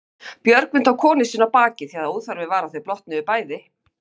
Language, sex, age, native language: Icelandic, female, 50-59, Icelandic